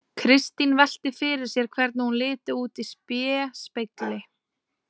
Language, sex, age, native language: Icelandic, female, 20-29, Icelandic